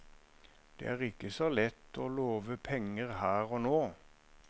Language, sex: Norwegian, male